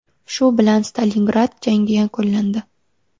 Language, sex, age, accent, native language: Uzbek, female, 18-24, Sirdaryo, Uzbek